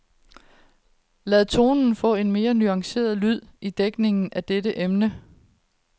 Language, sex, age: Danish, female, 30